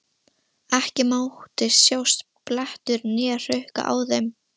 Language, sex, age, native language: Icelandic, female, 13, Russian